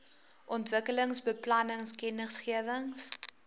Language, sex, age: Afrikaans, female, 20